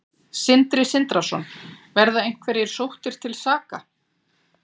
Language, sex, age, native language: Icelandic, female, 40-49, Icelandic